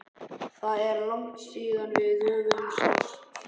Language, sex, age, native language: Icelandic, male, 11, Icelandic